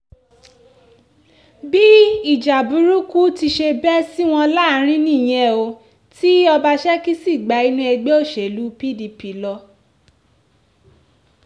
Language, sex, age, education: Yoruba, female, 15-29, tertiary